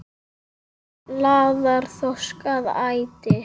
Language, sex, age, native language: Icelandic, male, 8, Icelandic